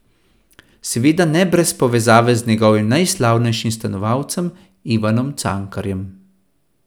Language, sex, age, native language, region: Slovenian, male, 30-49, Slovenian, Central Slovenia